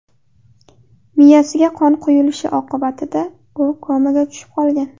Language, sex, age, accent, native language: Uzbek, female, 18-24, Qashqadaryo, Uzbek